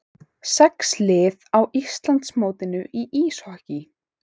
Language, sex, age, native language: Icelandic, female, 18-19, Icelandic